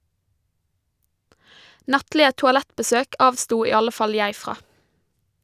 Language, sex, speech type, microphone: Norwegian, female, read, Shure